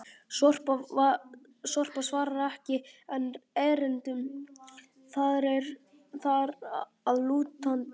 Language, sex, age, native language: Icelandic, female, 50-59, Icelandic